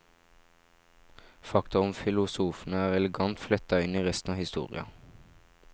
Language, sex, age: Norwegian, male, 17